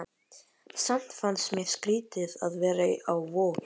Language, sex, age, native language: Icelandic, female, 11, Icelandic